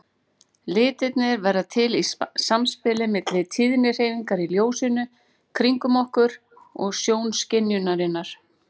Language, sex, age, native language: Icelandic, female, 40-49, Icelandic